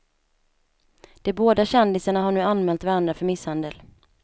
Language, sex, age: Swedish, female, 27